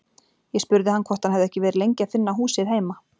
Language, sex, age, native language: Icelandic, female, 40-49, Icelandic